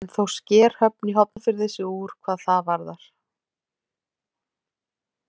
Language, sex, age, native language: Icelandic, female, 40-49, Icelandic